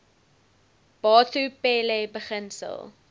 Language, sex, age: Afrikaans, female, 19